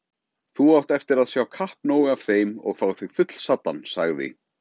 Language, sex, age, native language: Icelandic, male, 30-39, Icelandic